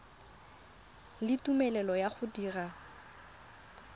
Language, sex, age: Tswana, female, 20